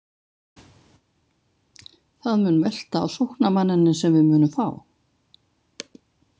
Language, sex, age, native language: Icelandic, female, 70-79, Icelandic